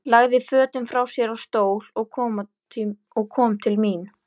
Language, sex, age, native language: Icelandic, female, 11, Icelandic